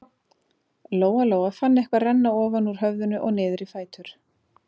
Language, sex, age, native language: Icelandic, female, 30-39, Icelandic